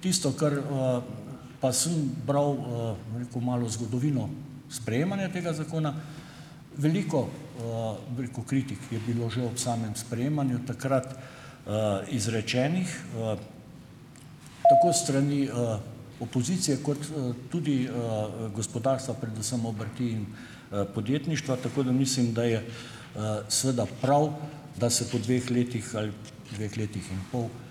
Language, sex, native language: Slovenian, male, Slovenian